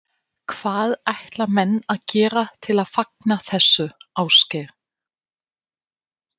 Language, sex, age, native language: Icelandic, female, 50-59, Danish